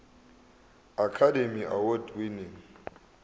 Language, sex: Zulu, male